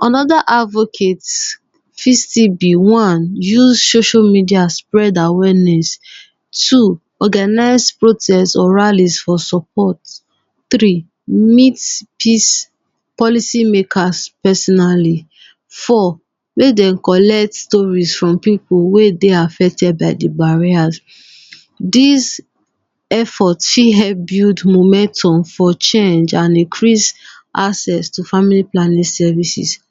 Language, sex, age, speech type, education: Nigerian Pidgin, female, 15-29, spontaneous, tertiary